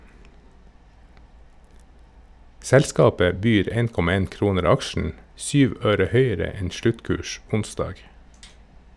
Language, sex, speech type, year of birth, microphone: Norwegian, male, read, 1969, Shure